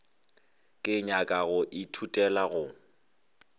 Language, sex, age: Northern Sotho, male, 23